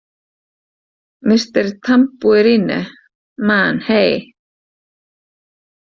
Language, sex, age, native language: Icelandic, female, 40-49, Icelandic